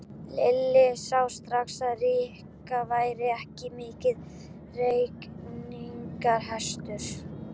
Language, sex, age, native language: Icelandic, female, 12, Icelandic